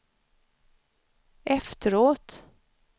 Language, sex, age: Swedish, female, 54